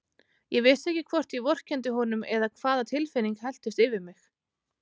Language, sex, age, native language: Icelandic, female, 30-39, Icelandic